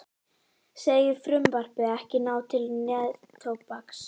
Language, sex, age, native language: Icelandic, female, 18-19, Icelandic